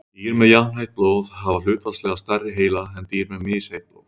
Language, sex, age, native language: Icelandic, male, 30-39, Icelandic